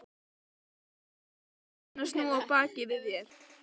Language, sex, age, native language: Icelandic, female, 12, Icelandic